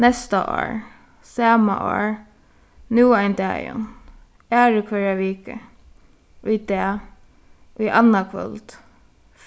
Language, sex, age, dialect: Faroese, female, 15-35, Suðuroy